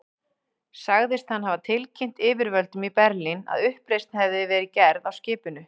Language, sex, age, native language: Icelandic, female, 40-49, Icelandic